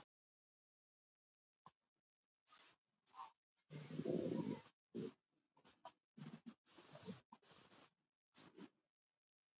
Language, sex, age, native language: Icelandic, male, 70-79, Icelandic